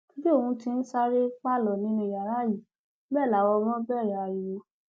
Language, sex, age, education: Yoruba, female, 15-29, tertiary